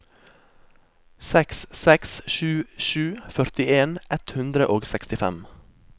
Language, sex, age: Norwegian, male, 23